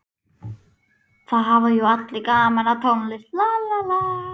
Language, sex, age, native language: Icelandic, female, 11, Icelandic